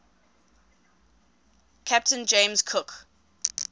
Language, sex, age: English, female, 20